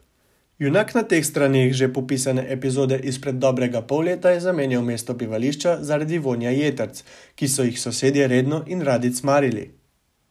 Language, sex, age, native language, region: Slovenian, male, 18-29, Slovenian, Savinja region